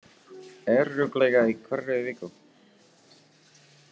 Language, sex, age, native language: Icelandic, male, 30-39, Czech